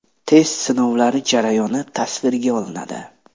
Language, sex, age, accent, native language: Uzbek, male, 25-34, Namangan, Uzbek